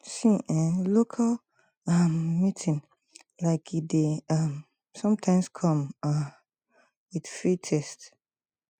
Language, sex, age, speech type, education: Nigerian Pidgin, female, 30-45, spontaneous, tertiary